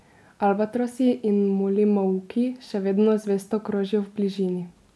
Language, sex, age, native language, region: Slovenian, female, 18-29, Slovenian, Drava region